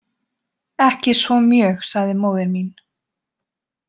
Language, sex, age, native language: Icelandic, female, 20-29, Icelandic